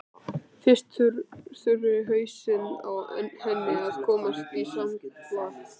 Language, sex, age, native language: Icelandic, male, 13, Icelandic